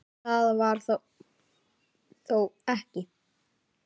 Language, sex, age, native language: Icelandic, female, 30-39, Icelandic